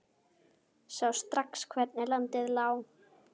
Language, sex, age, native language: Icelandic, female, 10, Icelandic